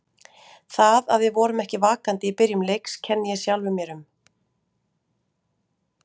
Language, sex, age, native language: Icelandic, female, 40-49, Icelandic